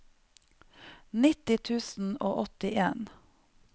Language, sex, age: Norwegian, female, 45